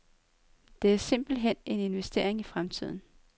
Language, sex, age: Danish, female, 23